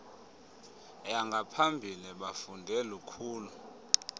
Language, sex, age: Xhosa, male, 30